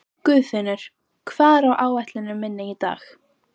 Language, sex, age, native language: Icelandic, female, 14, Icelandic